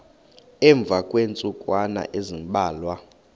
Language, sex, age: Xhosa, male, 31